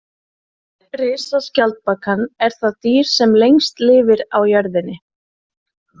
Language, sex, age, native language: Icelandic, female, 20-29, Icelandic